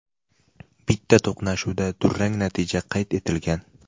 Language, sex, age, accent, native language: Uzbek, male, 18-24, Namangan, Uzbek